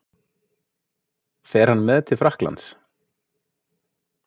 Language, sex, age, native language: Icelandic, male, 50-59, Icelandic